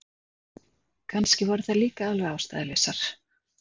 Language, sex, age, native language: Icelandic, female, 30-39, Icelandic